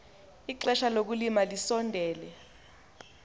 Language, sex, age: Xhosa, female, 20